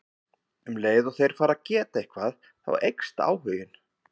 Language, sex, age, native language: Icelandic, male, 50-59, Icelandic